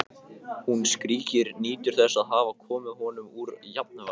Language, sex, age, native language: Icelandic, male, 15, Icelandic